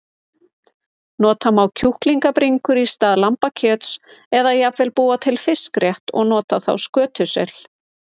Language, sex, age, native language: Icelandic, female, 30-39, Icelandic